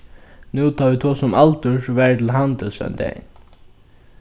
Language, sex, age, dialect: Faroese, male, 15-35, Norðurstreymoy/Eysturoy